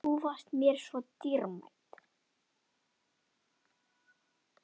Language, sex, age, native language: Icelandic, female, 10, Icelandic